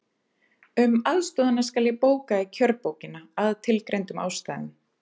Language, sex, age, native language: Icelandic, female, 30-39, Icelandic